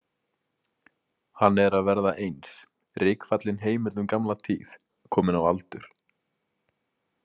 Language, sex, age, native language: Icelandic, male, 20-29, Icelandic